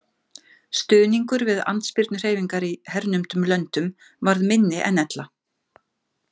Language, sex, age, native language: Icelandic, female, 50-59, Icelandic